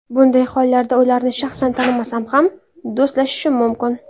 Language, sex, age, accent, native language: Uzbek, female, 19-29, Samarqand, Uzbek